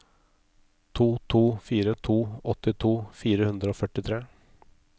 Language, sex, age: Norwegian, male, 34